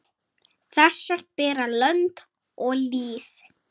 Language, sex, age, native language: Icelandic, male, 8, Icelandic